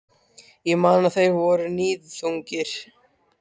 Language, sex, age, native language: Icelandic, male, 13, Icelandic